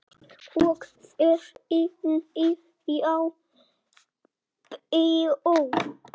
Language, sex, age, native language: Icelandic, male, 7, Icelandic